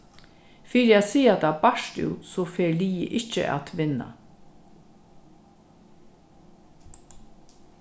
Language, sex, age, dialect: Faroese, female, 36-60, Norðurstreymoy/Eysturoy